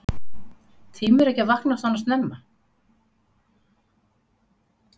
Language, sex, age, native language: Icelandic, female, 60-69, Icelandic